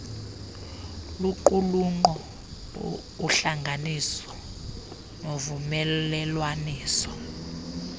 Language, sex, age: Xhosa, female, 30